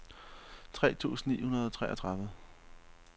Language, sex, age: Danish, male, 31